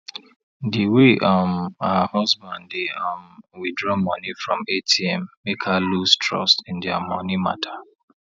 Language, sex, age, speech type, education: Nigerian Pidgin, male, 30-45, spontaneous, tertiary